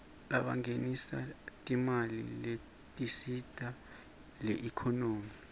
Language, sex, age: Swati, male, 24